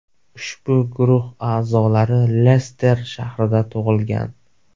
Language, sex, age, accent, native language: Uzbek, male, 25-34, Samarqand, Uzbek